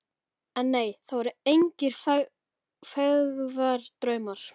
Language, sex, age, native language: Icelandic, male, 13, Icelandic